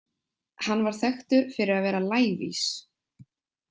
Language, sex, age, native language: Icelandic, female, 20-29, Icelandic